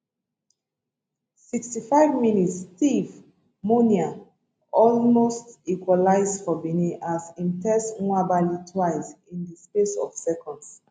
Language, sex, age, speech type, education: Nigerian Pidgin, female, 30-45, spontaneous, tertiary